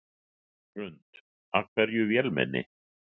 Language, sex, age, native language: Icelandic, male, 60-69, Icelandic